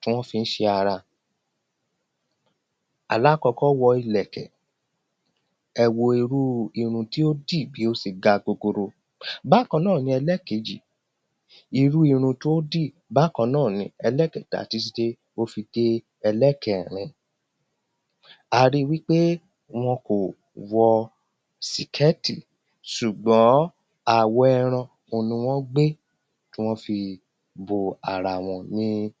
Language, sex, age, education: Yoruba, male, 30-45, primary